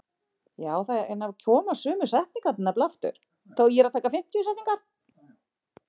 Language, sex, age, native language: Icelandic, female, 40-49, Icelandic